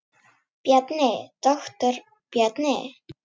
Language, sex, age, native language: Icelandic, female, 9, Icelandic